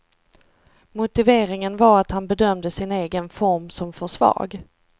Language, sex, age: Swedish, female, 38